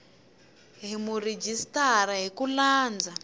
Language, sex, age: Tsonga, female, 21